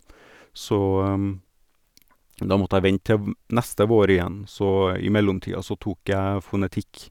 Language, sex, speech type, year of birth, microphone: Norwegian, male, spontaneous, 1979, Sennheiser